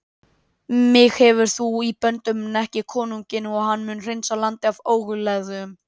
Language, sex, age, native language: Icelandic, female, 30-39, Icelandic